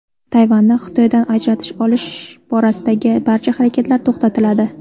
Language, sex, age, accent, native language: Uzbek, female, 18-24, Toshkent shahri, Uzbek